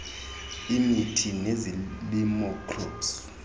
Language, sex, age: Xhosa, male, 26